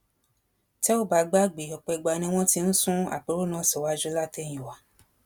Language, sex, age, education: Yoruba, female, 15-29, tertiary